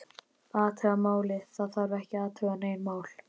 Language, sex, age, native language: Icelandic, male, 11, Icelandic